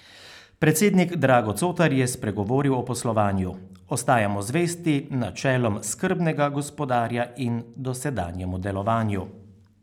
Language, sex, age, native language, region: Slovenian, male, 30-49, Slovenian, Carinthia region